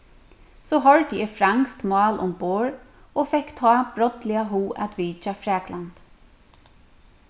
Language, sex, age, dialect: Faroese, female, 36-60, Suðurstreymoy